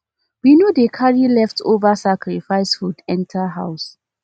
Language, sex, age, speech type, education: Nigerian Pidgin, female, 15-29, spontaneous, tertiary